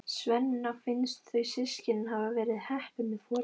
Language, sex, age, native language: Icelandic, female, 13, Icelandic